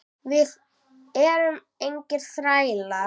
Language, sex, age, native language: Icelandic, female, 9, Icelandic